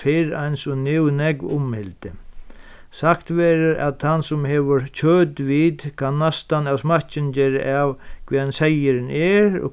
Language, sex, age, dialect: Faroese, male, 36-60, Sandoy